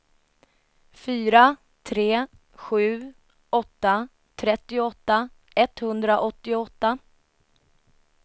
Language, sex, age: Swedish, female, 33